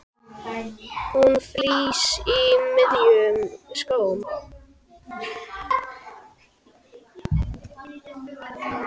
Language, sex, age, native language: Icelandic, male, 10, Icelandic